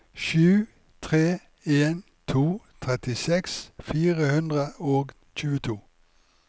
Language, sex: Norwegian, male